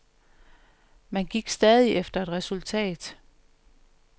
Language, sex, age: Danish, female, 45